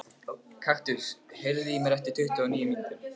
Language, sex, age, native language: Icelandic, male, 15, Icelandic